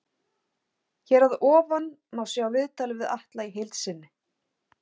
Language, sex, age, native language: Icelandic, female, 40-49, Icelandic